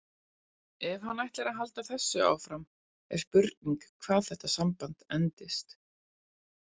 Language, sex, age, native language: Icelandic, female, 40-49, Icelandic